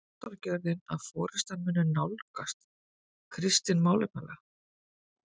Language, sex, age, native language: Icelandic, female, 50-59, Icelandic